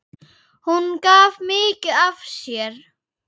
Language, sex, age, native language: Icelandic, female, 8, Icelandic